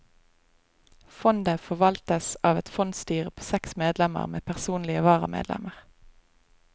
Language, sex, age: Norwegian, female, 25